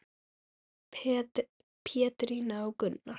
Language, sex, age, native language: Icelandic, female, 9, Icelandic